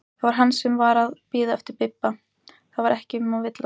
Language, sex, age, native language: Icelandic, female, 18-19, Icelandic